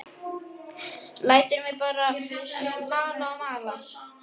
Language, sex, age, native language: Icelandic, male, 11, Icelandic